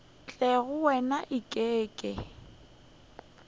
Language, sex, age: Northern Sotho, female, 21